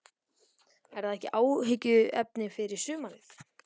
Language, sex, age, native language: Icelandic, male, 12, Icelandic